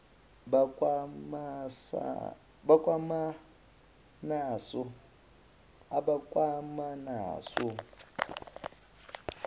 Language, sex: Zulu, male